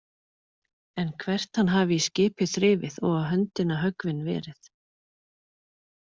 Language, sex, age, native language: Icelandic, female, 40-49, Icelandic